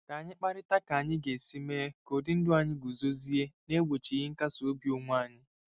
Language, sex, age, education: Igbo, male, 15-29, secondary